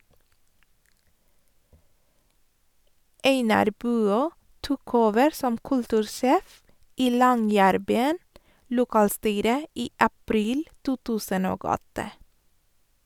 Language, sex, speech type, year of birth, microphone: Norwegian, female, read, 1983, Sennheiser